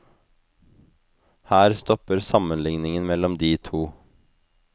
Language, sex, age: Norwegian, male, 25